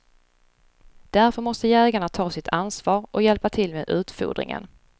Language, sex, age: Swedish, female, 35